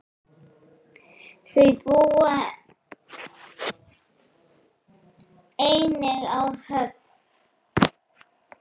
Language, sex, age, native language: Icelandic, female, 7, Icelandic